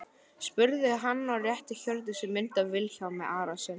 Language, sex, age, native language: Icelandic, male, 11, Icelandic